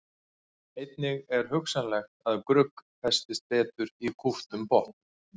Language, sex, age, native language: Icelandic, male, 40-49, Icelandic